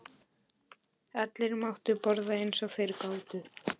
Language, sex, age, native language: Icelandic, male, 11, Polish